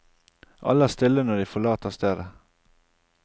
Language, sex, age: Norwegian, male, 28